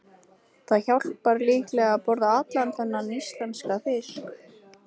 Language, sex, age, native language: Icelandic, female, 20-29, Icelandic